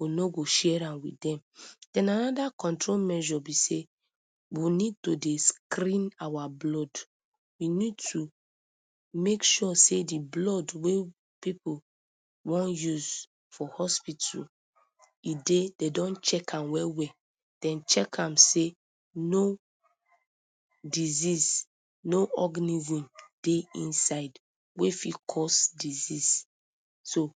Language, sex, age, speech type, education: Nigerian Pidgin, female, 30-45, spontaneous, tertiary